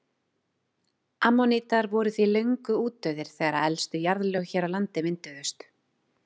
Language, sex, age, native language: Icelandic, female, 40-49, Icelandic